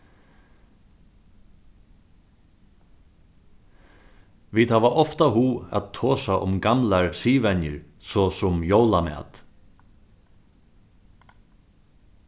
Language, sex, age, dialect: Faroese, male, 36-60, Suðurstreymoy